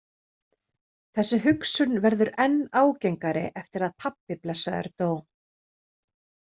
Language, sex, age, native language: Icelandic, female, 30-39, Icelandic